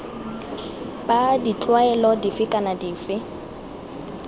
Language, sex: Tswana, female